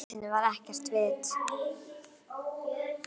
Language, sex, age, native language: Icelandic, female, 9, Icelandic